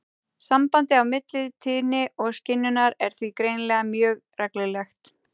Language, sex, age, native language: Icelandic, female, 30-39, Icelandic